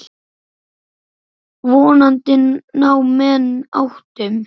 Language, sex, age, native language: Icelandic, male, 9, Icelandic